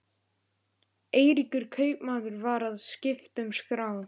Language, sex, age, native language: Icelandic, male, 11, Icelandic